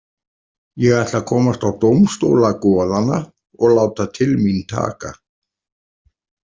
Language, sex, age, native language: Icelandic, male, 40-49, Icelandic